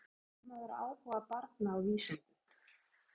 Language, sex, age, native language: Icelandic, female, 50-59, Icelandic